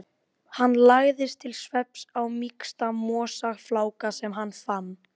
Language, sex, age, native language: Icelandic, female, 12, Icelandic